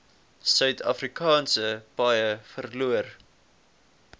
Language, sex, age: Afrikaans, male, 18